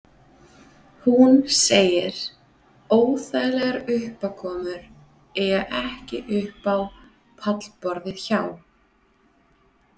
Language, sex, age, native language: Icelandic, female, 30-39, Icelandic